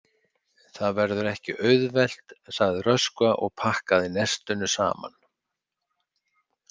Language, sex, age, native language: Icelandic, male, 60-69, Icelandic